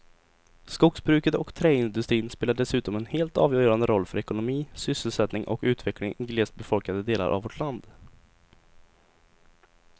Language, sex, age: Swedish, male, 20